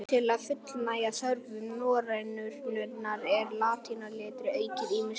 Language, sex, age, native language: Icelandic, male, 11, Icelandic